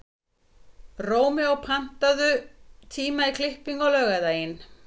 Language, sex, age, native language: Icelandic, female, 50-59, Icelandic